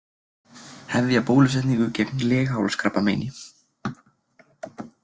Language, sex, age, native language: Icelandic, male, 20-29, Icelandic